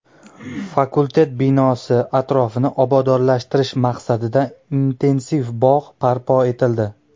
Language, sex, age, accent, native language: Uzbek, male, 19-29, Andijon, Uzbek